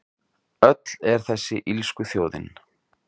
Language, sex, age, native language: Icelandic, male, 30-39, Icelandic